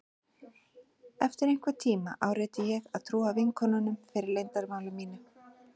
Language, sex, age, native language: Icelandic, female, 40-49, Icelandic